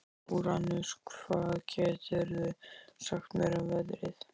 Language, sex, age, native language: Icelandic, male, 13, Icelandic